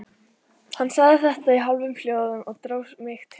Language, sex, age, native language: Icelandic, female, 18-19, Icelandic